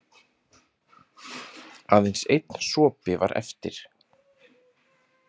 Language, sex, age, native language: Icelandic, male, 30-39, Icelandic